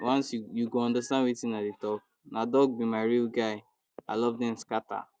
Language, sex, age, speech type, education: Nigerian Pidgin, male, 46-60, spontaneous, tertiary